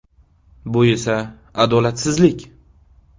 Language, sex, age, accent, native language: Uzbek, male, 18-24, Qashqadaryo, Uzbek